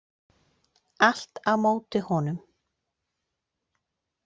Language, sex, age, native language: Icelandic, female, 40-49, Icelandic